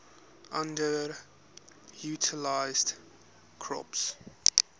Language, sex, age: English, male, 21